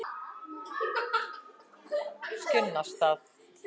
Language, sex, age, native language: Icelandic, female, 60-69, Icelandic